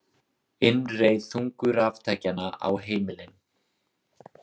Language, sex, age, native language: Icelandic, male, 20-29, Icelandic